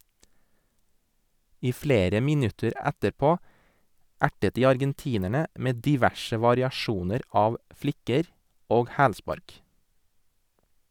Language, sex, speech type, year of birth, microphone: Norwegian, male, read, 1983, Sennheiser